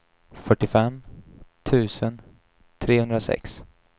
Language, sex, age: Swedish, male, 28